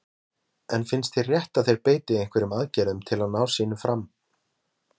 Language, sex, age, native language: Icelandic, male, 20-29, Icelandic